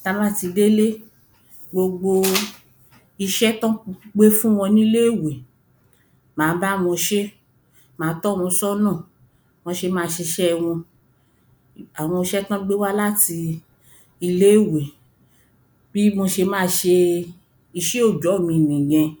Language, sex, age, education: Yoruba, female, 30-45, primary